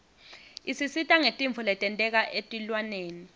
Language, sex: Swati, female